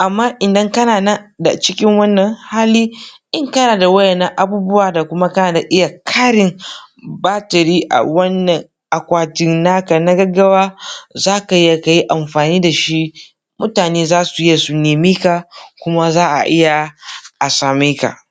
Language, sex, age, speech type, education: Hausa, male, 15-29, spontaneous, tertiary